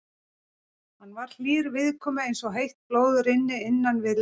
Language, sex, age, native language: Icelandic, female, 40-49, Icelandic